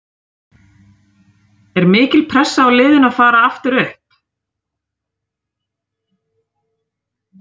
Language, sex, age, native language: Icelandic, female, 30-39, Icelandic